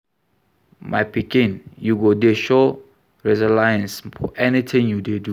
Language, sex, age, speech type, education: Nigerian Pidgin, male, 46-60, read, tertiary